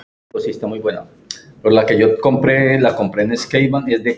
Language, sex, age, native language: Icelandic, female, 10, Icelandic